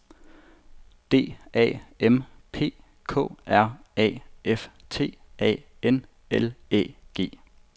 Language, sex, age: Danish, male, 25